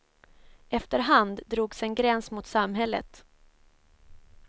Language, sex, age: Swedish, female, 24